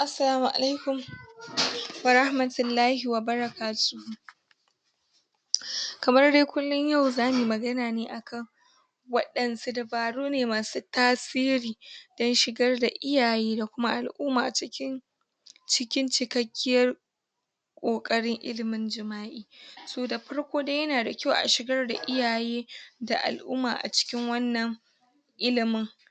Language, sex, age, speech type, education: Hausa, female, 15-29, spontaneous, tertiary